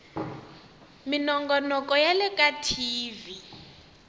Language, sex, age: Tsonga, female, 19